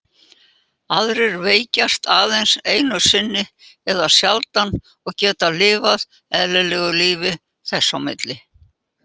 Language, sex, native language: Icelandic, female, Icelandic